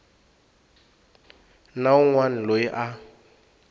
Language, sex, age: Tsonga, male, 18